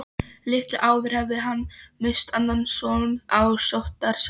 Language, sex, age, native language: Icelandic, female, 13, Polish